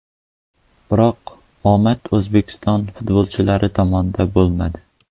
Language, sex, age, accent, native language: Uzbek, male, 12-17, Qoraqalpog'iston, Uzbek